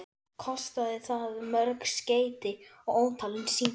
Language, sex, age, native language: Icelandic, male, 11, Icelandic